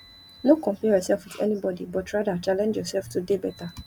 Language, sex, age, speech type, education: Nigerian Pidgin, female, 15-29, spontaneous, tertiary